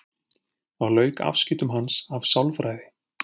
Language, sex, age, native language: Icelandic, male, 40-49, Icelandic